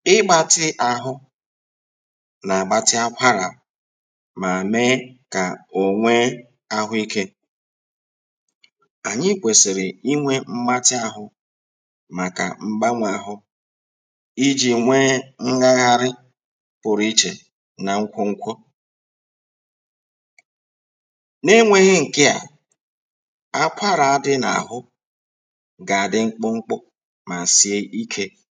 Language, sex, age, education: Igbo, male, 46-60, tertiary